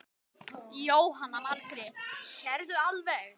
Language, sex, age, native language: Icelandic, male, 10, Icelandic